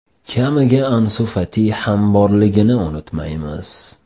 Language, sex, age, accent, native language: Uzbek, male, 25-34, Toshkent shahri, Uzbek